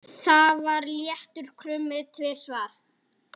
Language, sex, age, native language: Icelandic, female, 40-49, Icelandic